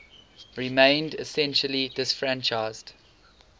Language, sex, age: English, male, 18